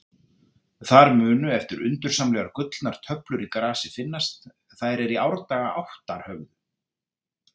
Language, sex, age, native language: Icelandic, male, 30-39, Icelandic